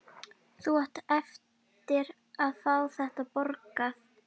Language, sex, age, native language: Icelandic, female, 12, Icelandic